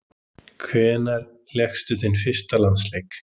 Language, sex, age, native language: Icelandic, male, 30-39, Icelandic